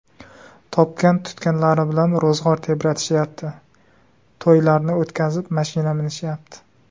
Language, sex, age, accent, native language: Uzbek, male, 19-29, Surxondaryo, Uzbek